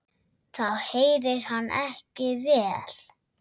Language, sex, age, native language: Icelandic, female, 7, Icelandic